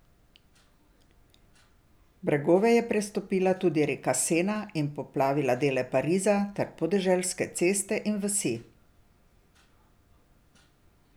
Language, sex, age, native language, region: Slovenian, female, 60+, Slovenian, Drava region